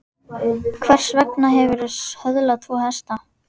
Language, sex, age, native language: Icelandic, female, 11, Icelandic